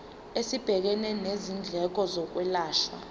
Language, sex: Zulu, female